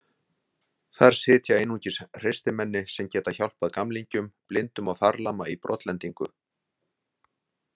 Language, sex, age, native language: Icelandic, male, 60-69, Icelandic